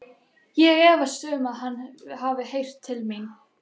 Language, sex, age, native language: Icelandic, other, 12, Icelandic